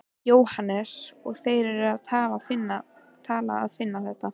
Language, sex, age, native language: Icelandic, female, 13, Icelandic